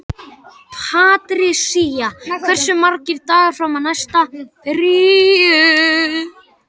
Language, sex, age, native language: Icelandic, male, 18-19, Icelandic